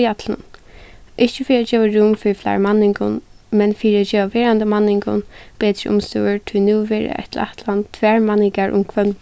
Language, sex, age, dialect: Faroese, female, 15-35, Suðuroy